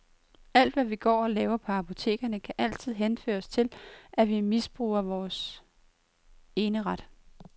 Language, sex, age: Danish, female, 23